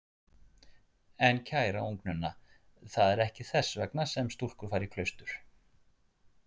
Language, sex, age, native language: Icelandic, male, 40-49, Icelandic